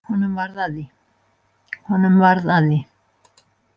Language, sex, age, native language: Icelandic, female, 60-69, Icelandic